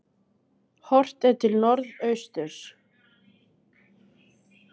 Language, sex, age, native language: Icelandic, female, 30-39, Icelandic